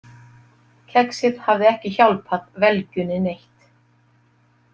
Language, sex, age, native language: Icelandic, female, 50-59, Icelandic